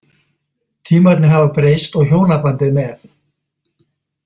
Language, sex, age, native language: Icelandic, male, 50-59, Icelandic